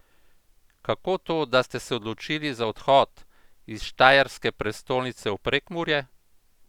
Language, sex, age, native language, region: Slovenian, male, 50-59, Slovenian, Central Slovenia